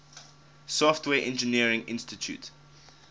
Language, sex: English, male